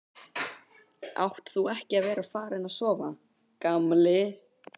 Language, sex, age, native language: Icelandic, male, 12, Icelandic